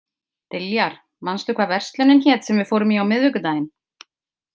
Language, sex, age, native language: Icelandic, female, 50-59, Icelandic